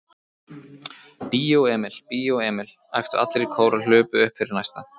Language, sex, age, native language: Icelandic, male, 30-39, Icelandic